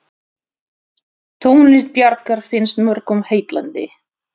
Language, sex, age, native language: Icelandic, female, 30-39, Russian